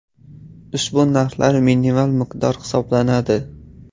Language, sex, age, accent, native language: Uzbek, male, 18-24, Andijon, Uzbek